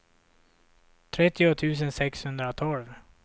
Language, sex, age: Swedish, male, 26